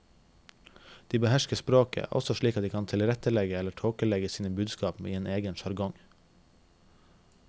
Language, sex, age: Norwegian, male, 21